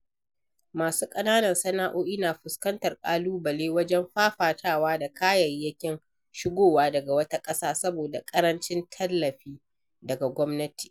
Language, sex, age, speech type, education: Hausa, female, 60+, read, primary